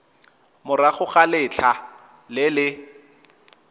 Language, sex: Tswana, male